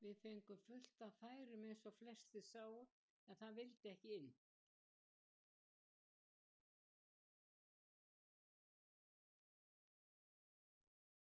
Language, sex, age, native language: Icelandic, female, 70-79, Icelandic